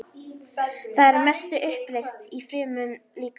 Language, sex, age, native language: Icelandic, female, 11, Icelandic